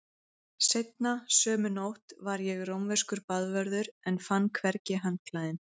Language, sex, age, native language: Icelandic, female, 30-39, Icelandic